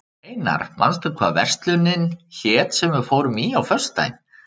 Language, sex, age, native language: Icelandic, male, 30-39, Icelandic